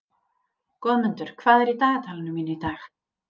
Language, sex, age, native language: Icelandic, female, 30-39, Icelandic